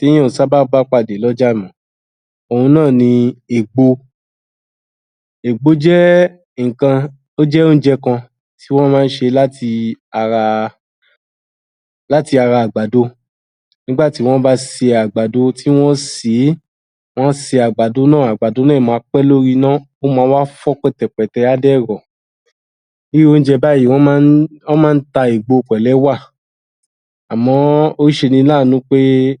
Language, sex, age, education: Yoruba, male, 30-45, tertiary